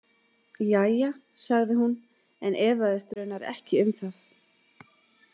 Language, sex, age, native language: Icelandic, female, 40-49, Icelandic